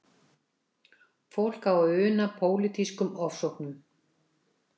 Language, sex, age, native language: Icelandic, female, 60-69, Icelandic